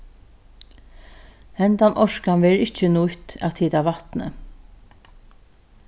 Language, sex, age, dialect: Faroese, female, 36-60, Norðurstreymoy/Eysturoy